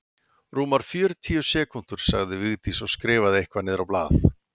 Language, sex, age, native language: Icelandic, male, 40-49, Icelandic